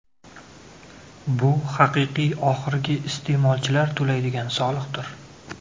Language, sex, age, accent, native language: Uzbek, male, 25-34, Navoiy, Uzbek